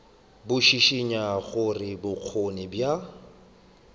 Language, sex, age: Northern Sotho, male, 25